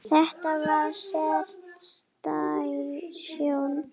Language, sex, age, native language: Icelandic, female, 8, Icelandic